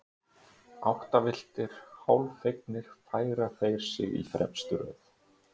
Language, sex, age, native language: Icelandic, male, 30-39, Icelandic